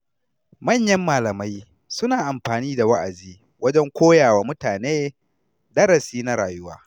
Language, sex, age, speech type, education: Hausa, male, 30-45, read, tertiary